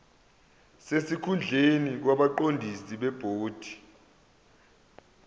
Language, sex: Zulu, male